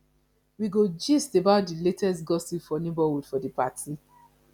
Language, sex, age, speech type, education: Nigerian Pidgin, female, 15-29, spontaneous, tertiary